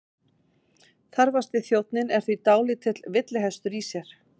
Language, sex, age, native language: Icelandic, female, 40-49, Icelandic